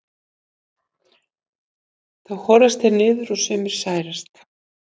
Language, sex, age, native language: Icelandic, female, 50-59, Icelandic